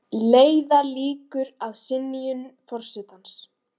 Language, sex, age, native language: Icelandic, female, 18-19, Icelandic